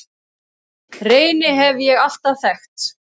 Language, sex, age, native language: Icelandic, female, 7, Icelandic